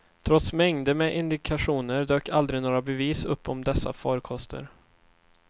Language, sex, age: Swedish, male, 24